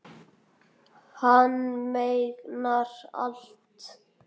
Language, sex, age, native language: Icelandic, male, 9, Icelandic